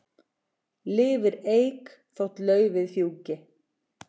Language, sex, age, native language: Icelandic, female, 40-49, Icelandic